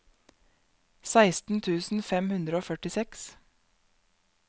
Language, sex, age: Norwegian, female, 31